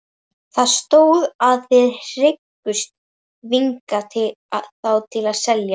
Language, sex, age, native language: Icelandic, female, 11, Icelandic